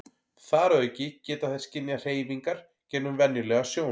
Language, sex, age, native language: Icelandic, male, 40-49, Icelandic